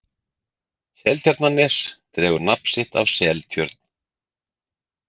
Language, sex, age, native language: Icelandic, male, 40-49, Icelandic